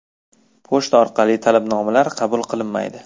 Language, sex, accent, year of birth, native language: Uzbek, male, Farg'ona, 1999, Uzbek